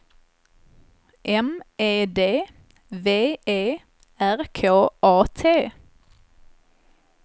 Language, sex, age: Swedish, female, 21